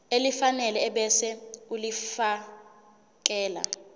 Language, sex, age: Zulu, female, 20